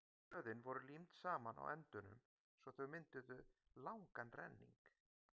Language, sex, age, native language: Icelandic, male, 50-59, Icelandic